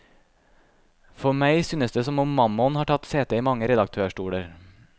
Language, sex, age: Norwegian, male, 26